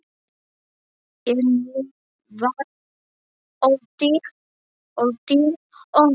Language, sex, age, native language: Icelandic, male, 7, Polish